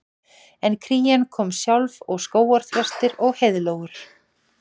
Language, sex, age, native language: Icelandic, female, 40-49, Icelandic